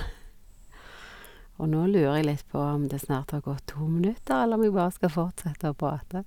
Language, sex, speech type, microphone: Norwegian, female, spontaneous, Sennheiser